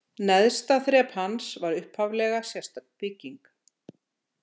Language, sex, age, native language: Icelandic, female, 60-69, Icelandic